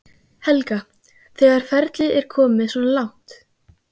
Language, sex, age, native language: Icelandic, female, 15, Icelandic